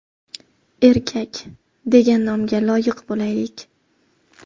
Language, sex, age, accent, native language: Uzbek, female, 25-34, Farg'ona, Uzbek